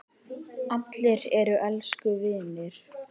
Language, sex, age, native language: Icelandic, male, 10, Icelandic